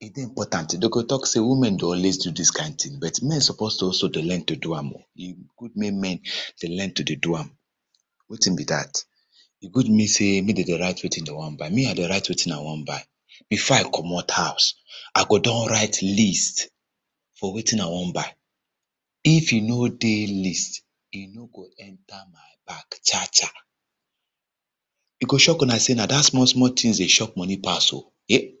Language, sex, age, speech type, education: Nigerian Pidgin, male, 30-45, spontaneous, tertiary